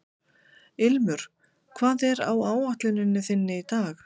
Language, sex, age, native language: Icelandic, female, 50-59, Icelandic